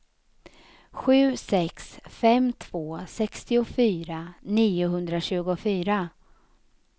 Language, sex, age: Swedish, female, 35